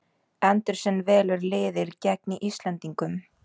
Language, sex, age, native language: Icelandic, female, 18-19, Icelandic